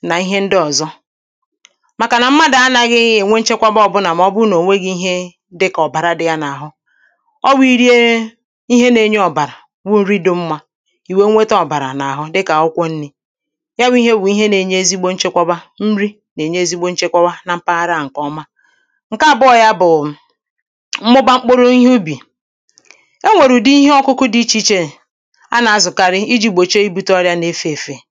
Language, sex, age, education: Igbo, female, 30-45, primary